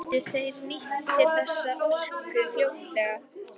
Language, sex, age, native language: Icelandic, female, 12, Icelandic